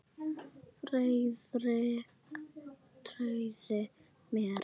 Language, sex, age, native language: Icelandic, female, 8, Icelandic